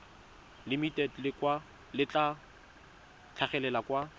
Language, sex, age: Tswana, male, 25